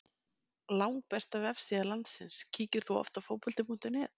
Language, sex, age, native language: Icelandic, female, 20-29, Icelandic